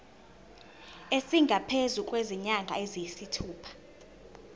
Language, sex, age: Zulu, female, 19